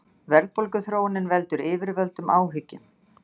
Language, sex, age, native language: Icelandic, female, 60-69, Icelandic